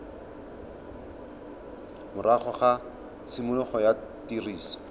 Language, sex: Tswana, male